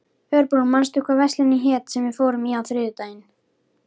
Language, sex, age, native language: Icelandic, female, 13, Icelandic